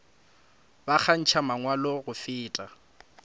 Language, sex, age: Northern Sotho, male, 20